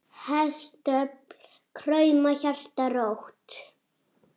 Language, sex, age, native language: Icelandic, male, 6, Icelandic